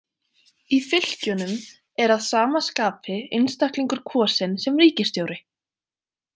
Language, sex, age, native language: Icelandic, female, 20-29, Icelandic